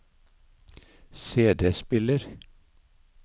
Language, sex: Norwegian, male